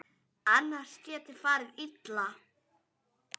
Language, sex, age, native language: Icelandic, female, 9, Icelandic